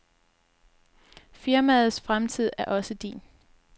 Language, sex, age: Danish, female, 22